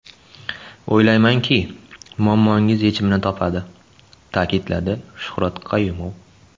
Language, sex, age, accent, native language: Uzbek, male, 18-24, Andijon, Uzbek